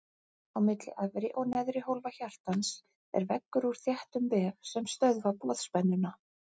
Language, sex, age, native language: Icelandic, female, 30-39, Icelandic